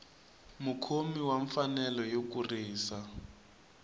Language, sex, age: Tsonga, male, 19